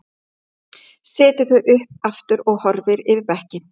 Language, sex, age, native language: Icelandic, female, 11, Icelandic